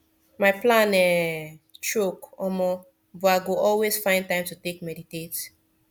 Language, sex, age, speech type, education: Nigerian Pidgin, female, 15-29, spontaneous, tertiary